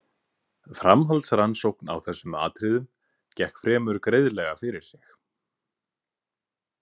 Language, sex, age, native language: Icelandic, male, 18-19, Icelandic